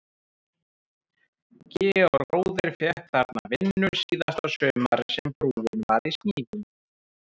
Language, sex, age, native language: Icelandic, male, 30-39, Icelandic